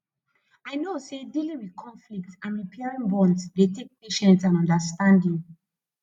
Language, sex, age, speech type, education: Nigerian Pidgin, female, 15-29, spontaneous, tertiary